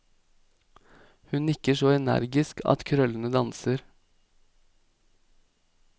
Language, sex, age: Norwegian, male, 28